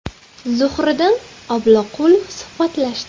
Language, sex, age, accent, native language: Uzbek, female, 18-24, Andijon, Uzbek